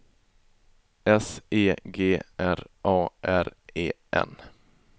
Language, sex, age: Swedish, male, 20